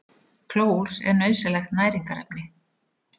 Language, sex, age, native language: Icelandic, female, 40-49, Icelandic